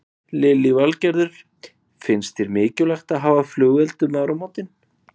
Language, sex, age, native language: Icelandic, male, 20-29, Icelandic